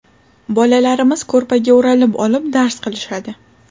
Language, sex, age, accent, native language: Uzbek, female, 18-24, Toshkent shahri, Uzbek